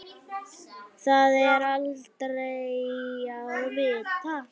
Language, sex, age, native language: Icelandic, female, 9, Icelandic